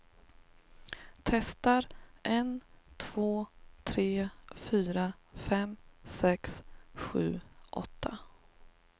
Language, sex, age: Swedish, female, 38